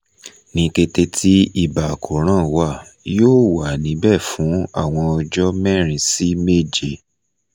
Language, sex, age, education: Yoruba, male, 30-45, tertiary